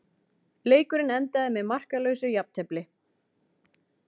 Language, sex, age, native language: Icelandic, female, 40-49, Icelandic